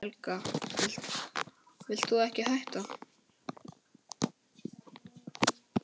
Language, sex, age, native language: Icelandic, male, 10, Icelandic